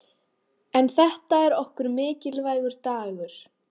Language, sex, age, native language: Icelandic, female, 18-19, Icelandic